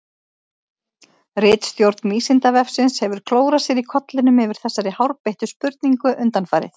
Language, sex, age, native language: Icelandic, female, 50-59, Icelandic